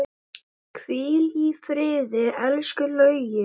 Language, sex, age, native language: Icelandic, male, 10, Icelandic